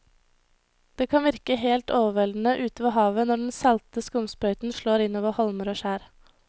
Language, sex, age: Norwegian, female, 21